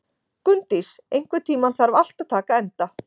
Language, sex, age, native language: Icelandic, female, 40-49, Icelandic